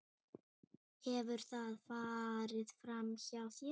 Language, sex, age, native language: Icelandic, female, 9, Icelandic